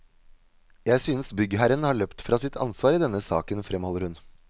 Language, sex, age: Norwegian, male, 37